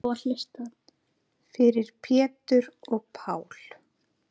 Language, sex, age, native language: Icelandic, female, 9, Icelandic